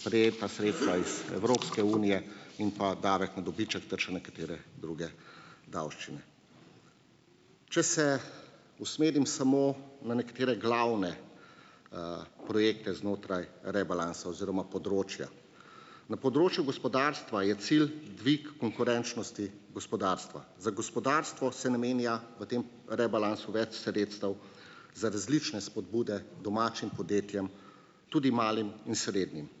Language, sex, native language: Slovenian, male, Slovenian